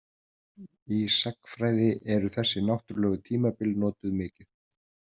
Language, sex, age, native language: Icelandic, male, 50-59, Icelandic